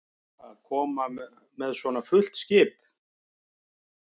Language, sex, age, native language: Icelandic, male, 50-59, Icelandic